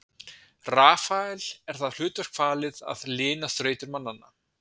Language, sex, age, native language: Icelandic, male, 20-29, Icelandic